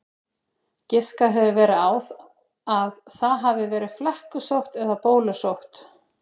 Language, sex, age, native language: Icelandic, female, 30-39, Icelandic